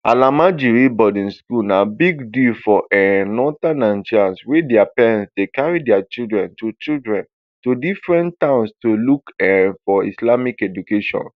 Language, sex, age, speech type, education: Nigerian Pidgin, male, 15-29, spontaneous, tertiary